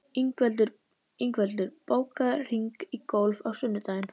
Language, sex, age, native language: Icelandic, female, 11, Icelandic